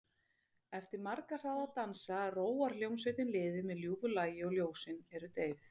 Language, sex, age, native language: Icelandic, female, 30-39, Icelandic